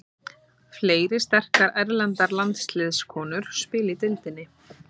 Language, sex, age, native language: Icelandic, female, 30-39, Icelandic